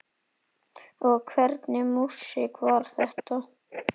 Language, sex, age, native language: Icelandic, male, 8, Icelandic